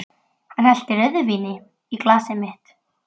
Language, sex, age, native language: Icelandic, female, 12, Icelandic